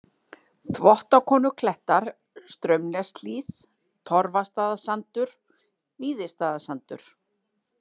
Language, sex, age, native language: Icelandic, female, 40-49, Icelandic